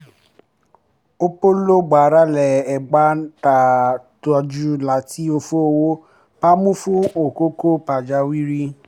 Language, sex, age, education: Yoruba, male, 15-29, tertiary